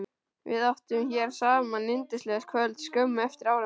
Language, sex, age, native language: Icelandic, male, 12, Icelandic